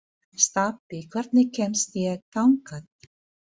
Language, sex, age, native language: Icelandic, female, 40-49, Filipino